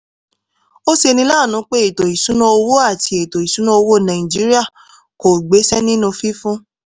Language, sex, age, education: Yoruba, female, 15-29, tertiary